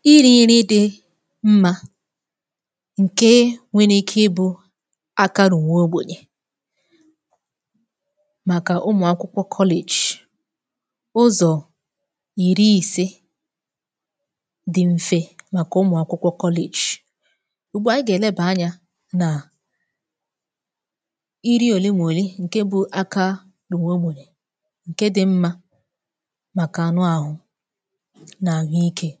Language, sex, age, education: Igbo, female, 15-29, tertiary